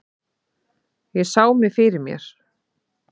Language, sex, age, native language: Icelandic, female, 30-39, Icelandic